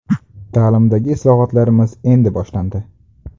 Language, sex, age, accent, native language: Uzbek, male, 18-24, Andijon, Uzbek